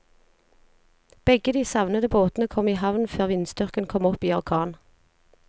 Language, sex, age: Norwegian, female, 40